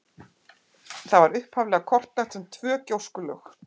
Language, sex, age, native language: Icelandic, female, 50-59, Icelandic